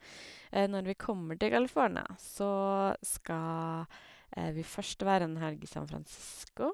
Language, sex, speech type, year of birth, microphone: Norwegian, female, spontaneous, 1982, Sennheiser